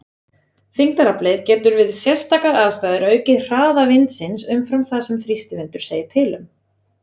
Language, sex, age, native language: Icelandic, female, 20-29, Icelandic